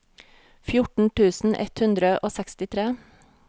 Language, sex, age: Norwegian, female, 40